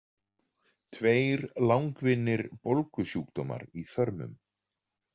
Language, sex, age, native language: Icelandic, male, 40-49, Icelandic